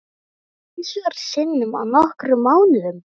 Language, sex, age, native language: Icelandic, female, 9, Icelandic